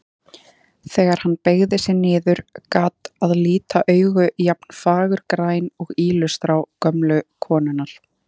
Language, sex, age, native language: Icelandic, female, 30-39, Icelandic